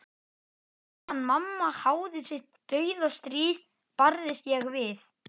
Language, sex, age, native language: Icelandic, male, 11, Icelandic